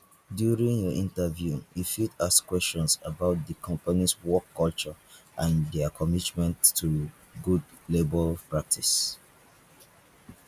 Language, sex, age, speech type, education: Nigerian Pidgin, male, 15-29, spontaneous, tertiary